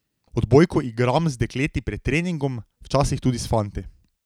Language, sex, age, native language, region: Slovenian, male, 18-29, Slovenian, Drava region